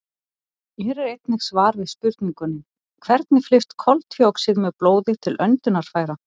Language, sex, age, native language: Icelandic, female, 40-49, Icelandic